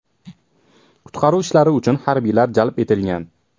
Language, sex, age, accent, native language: Uzbek, male, 18-24, Toshkent shahri, Uzbek